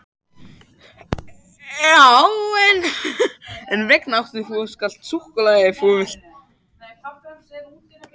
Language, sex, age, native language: Icelandic, male, 18-19, Icelandic